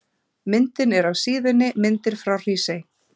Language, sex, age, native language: Icelandic, female, 30-39, Icelandic